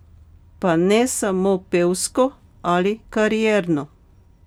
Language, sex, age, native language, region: Slovenian, female, 50-59, Slovenian, Pomurje region